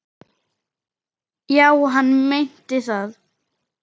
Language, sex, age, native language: Icelandic, male, 10, Icelandic